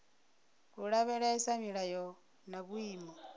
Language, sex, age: Venda, female, 39